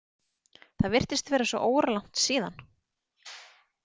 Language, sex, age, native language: Icelandic, female, 30-39, Icelandic